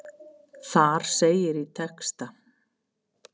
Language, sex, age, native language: Icelandic, female, 50-59, Icelandic